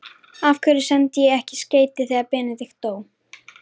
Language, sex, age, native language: Icelandic, female, 13, Icelandic